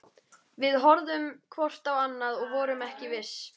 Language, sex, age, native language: Icelandic, female, 13, Icelandic